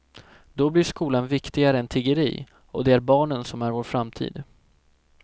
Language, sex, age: Swedish, male, 17